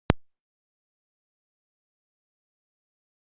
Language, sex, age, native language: Icelandic, female, 40-49, Icelandic